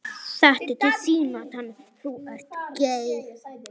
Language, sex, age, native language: Icelandic, male, 9, Icelandic